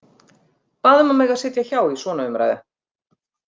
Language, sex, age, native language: Icelandic, female, 50-59, Icelandic